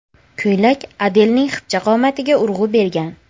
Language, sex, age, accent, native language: Uzbek, female, 18-24, Andijon, Uzbek